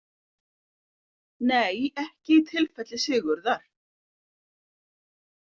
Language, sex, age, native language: Icelandic, female, 50-59, Icelandic